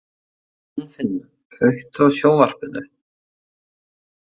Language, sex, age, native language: Icelandic, male, 20-29, Faroese